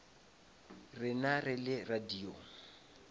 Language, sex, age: Northern Sotho, male, 26